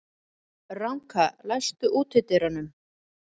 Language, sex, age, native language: Icelandic, female, 40-49, Icelandic